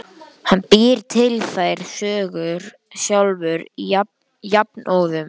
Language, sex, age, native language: Icelandic, male, 11, Icelandic